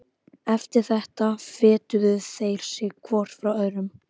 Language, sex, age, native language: Icelandic, female, 12, Icelandic